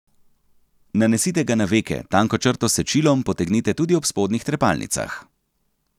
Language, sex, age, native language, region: Slovenian, male, 30-49, Slovenian, Central Slovenia